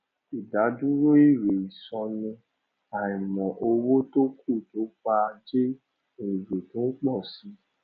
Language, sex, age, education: Yoruba, male, 30-45, tertiary